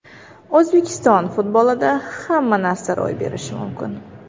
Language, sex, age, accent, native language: Uzbek, female, 19-29, Navoiy, Uzbek